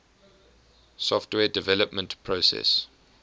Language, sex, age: English, male, 21